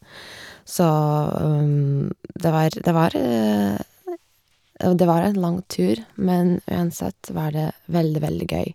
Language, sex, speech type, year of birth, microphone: Norwegian, female, spontaneous, 1986, Shure